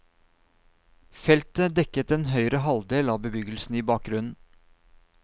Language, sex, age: Norwegian, male, 39